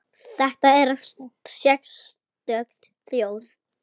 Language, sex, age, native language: Icelandic, female, 8, Icelandic